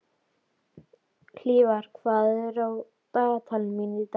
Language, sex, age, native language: Icelandic, female, 12, Icelandic